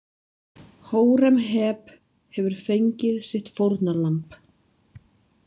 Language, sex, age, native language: Icelandic, female, 30-39, Icelandic